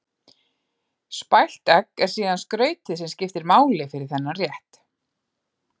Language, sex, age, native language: Icelandic, female, 40-49, Icelandic